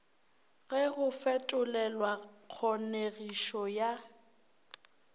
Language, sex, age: Northern Sotho, female, 23